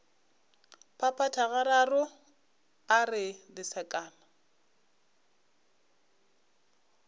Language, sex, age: Northern Sotho, female, 25